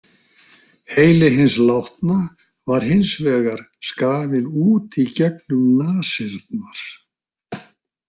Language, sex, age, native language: Icelandic, male, 60-69, Icelandic